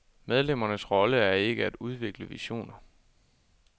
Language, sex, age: Danish, male, 24